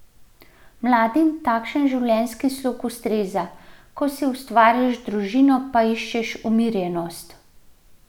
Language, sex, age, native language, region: Slovenian, female, 30-49, Slovenian, Central Slovenia